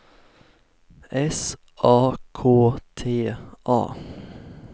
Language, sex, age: Swedish, male, 19